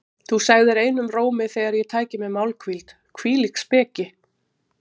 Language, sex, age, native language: Icelandic, female, 40-49, Icelandic